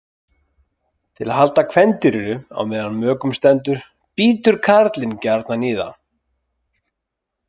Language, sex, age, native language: Icelandic, male, 30-39, Icelandic